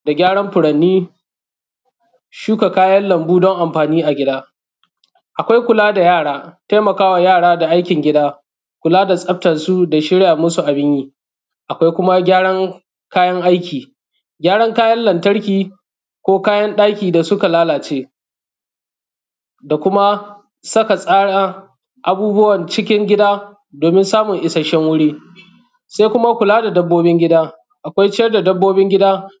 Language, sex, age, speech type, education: Hausa, female, 30-45, spontaneous, primary